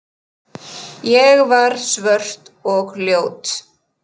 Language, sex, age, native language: Icelandic, male, 8, Icelandic